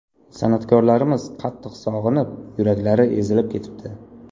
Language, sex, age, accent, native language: Uzbek, male, 25-34, Navoiy, Uzbek